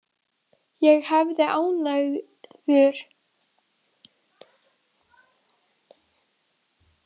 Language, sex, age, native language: Icelandic, female, 12, Icelandic